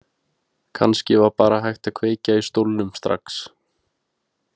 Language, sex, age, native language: Icelandic, male, 20-29, Icelandic